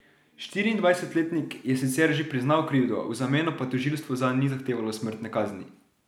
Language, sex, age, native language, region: Slovenian, male, 18-29, Slovenian, Drava region